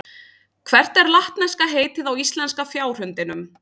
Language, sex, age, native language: Icelandic, female, 30-39, Icelandic